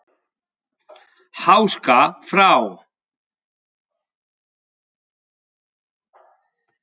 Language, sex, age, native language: Icelandic, male, 5, Spanish